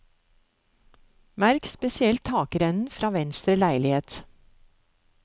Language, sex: Norwegian, female